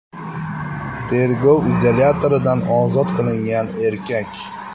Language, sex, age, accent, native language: Uzbek, male, 25-34, Toshkent shahri, Uzbek